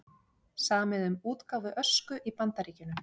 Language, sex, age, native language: Icelandic, female, 30-39, Icelandic